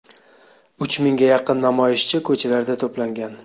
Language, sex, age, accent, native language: Uzbek, male, 25-34, Xorazm, Uzbek